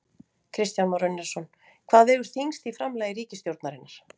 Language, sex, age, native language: Icelandic, female, 40-49, Icelandic